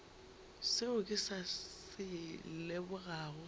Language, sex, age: Northern Sotho, female, 23